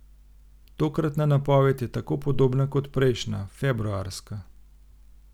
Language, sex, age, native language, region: Slovenian, male, 30-49, Slovenian, Gorenjska region